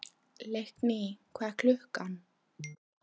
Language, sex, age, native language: Icelandic, female, 13, Polish